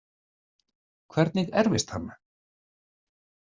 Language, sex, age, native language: Icelandic, male, 30-39, Icelandic